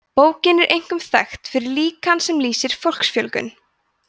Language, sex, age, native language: Icelandic, female, 20-29, Icelandic